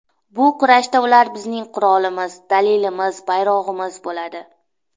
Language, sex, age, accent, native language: Uzbek, female, 25-34, Namangan, Uzbek